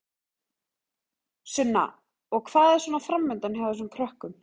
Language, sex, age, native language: Icelandic, female, 30-39, Icelandic